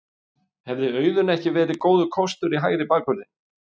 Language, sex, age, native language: Icelandic, male, 50-59, Icelandic